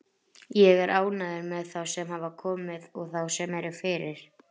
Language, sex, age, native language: Icelandic, female, 30-39, Icelandic